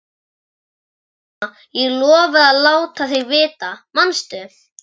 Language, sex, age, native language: Icelandic, male, 11, Icelandic